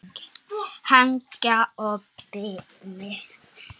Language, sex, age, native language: Icelandic, female, 8, Icelandic